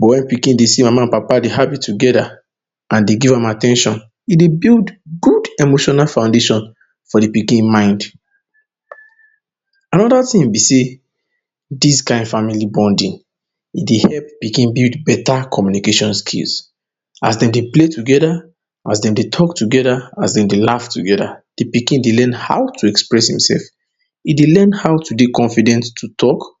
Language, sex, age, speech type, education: Nigerian Pidgin, male, 30-45, spontaneous, tertiary